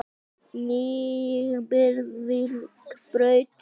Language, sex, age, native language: Icelandic, female, 18-19, Icelandic